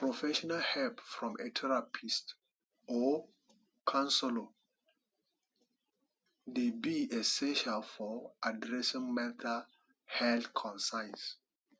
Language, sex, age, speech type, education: Nigerian Pidgin, male, 30-45, spontaneous, tertiary